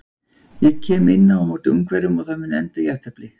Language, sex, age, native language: Icelandic, male, 40-49, Icelandic